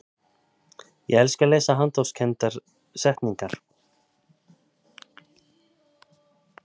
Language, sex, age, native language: Icelandic, male, 30-39, Icelandic